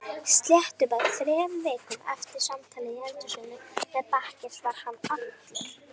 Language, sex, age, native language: Icelandic, female, 60-69, Icelandic